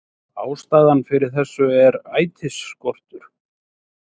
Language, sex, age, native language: Icelandic, male, 60-69, Icelandic